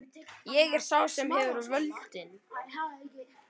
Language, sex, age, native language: Icelandic, male, 11, Icelandic